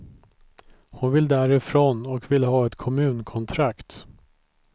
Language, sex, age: Swedish, male, 43